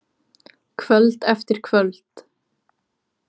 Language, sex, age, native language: Icelandic, female, 18-19, Icelandic